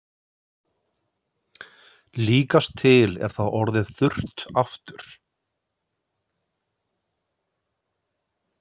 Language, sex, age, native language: Icelandic, male, 30-39, Icelandic